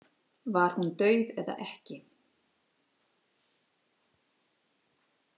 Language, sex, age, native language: Icelandic, female, 40-49, Icelandic